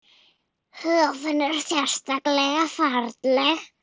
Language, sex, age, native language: Icelandic, female, 9, Icelandic